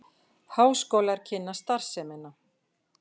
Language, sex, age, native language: Icelandic, female, 50-59, Icelandic